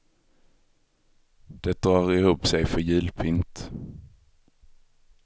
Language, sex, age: Swedish, male, 23